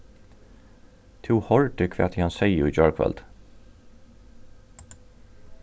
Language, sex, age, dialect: Faroese, male, 36-60, Norðurstreymoy/Eysturoy